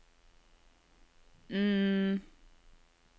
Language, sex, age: Norwegian, female, 40